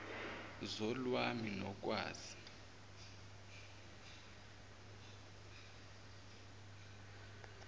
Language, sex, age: Zulu, male, 23